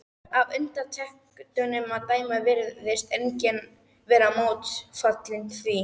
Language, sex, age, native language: Icelandic, female, 13, Icelandic